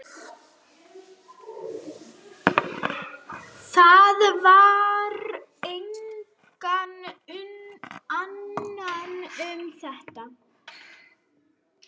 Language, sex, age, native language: Icelandic, female, 30-39, Swedish